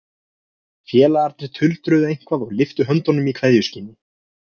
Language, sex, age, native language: Icelandic, male, 20-29, Icelandic